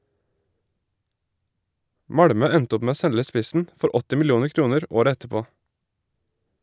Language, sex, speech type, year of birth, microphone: Norwegian, male, read, 1987, Shure